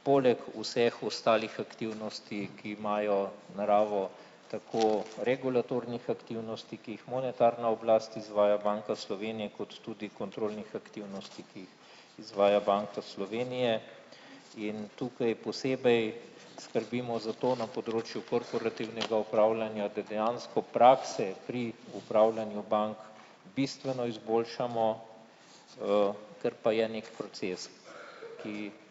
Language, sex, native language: Slovenian, male, Slovenian